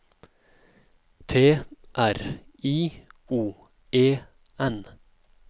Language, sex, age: Norwegian, male, 27